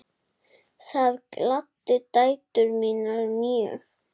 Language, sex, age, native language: Icelandic, female, 7, Icelandic